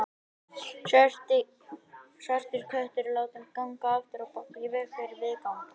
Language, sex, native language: Icelandic, male, Icelandic